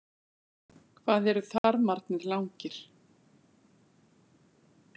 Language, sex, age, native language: Icelandic, female, 40-49, Icelandic